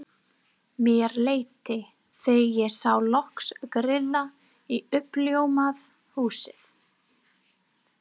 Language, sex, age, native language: Icelandic, female, 30-39, English